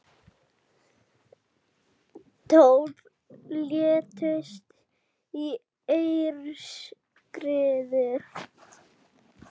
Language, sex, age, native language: Icelandic, female, 40-49, Icelandic